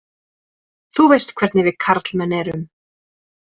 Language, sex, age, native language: Icelandic, female, 30-39, Icelandic